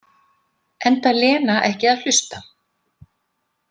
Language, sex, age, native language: Icelandic, female, 50-59, Icelandic